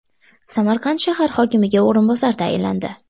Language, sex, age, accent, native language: Uzbek, female, 18-24, Andijon, Uzbek